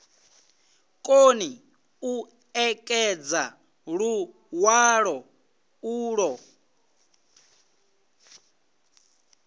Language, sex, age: Venda, male, 26